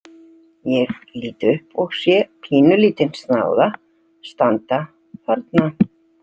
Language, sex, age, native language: Icelandic, female, 60-69, Icelandic